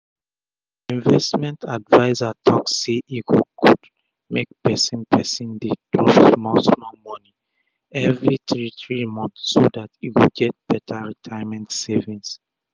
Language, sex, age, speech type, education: Nigerian Pidgin, male, 30-45, spontaneous, tertiary